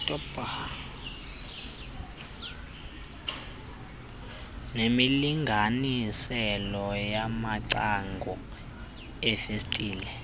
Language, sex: Xhosa, male